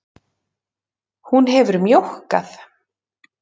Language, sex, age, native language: Icelandic, female, 30-39, Icelandic